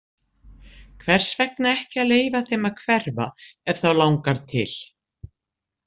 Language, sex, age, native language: Icelandic, female, 60-69, Icelandic